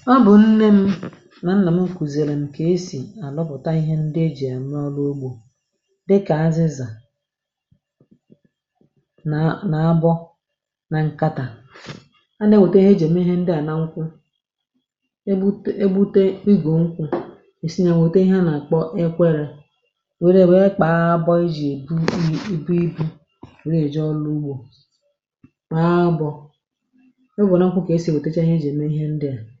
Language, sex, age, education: Igbo, female, 46-60, tertiary